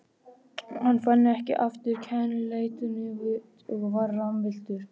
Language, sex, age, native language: Icelandic, female, 12, Icelandic